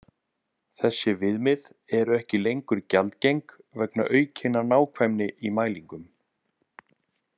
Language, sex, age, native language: Icelandic, male, 30-39, Icelandic